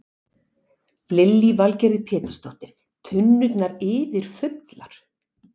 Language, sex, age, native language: Icelandic, female, 60-69, Icelandic